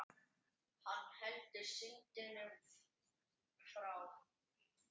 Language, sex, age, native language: Icelandic, male, 10, Icelandic